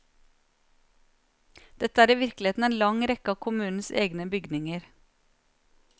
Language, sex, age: Norwegian, female, 39